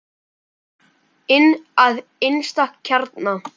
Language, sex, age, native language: Icelandic, male, 10, Icelandic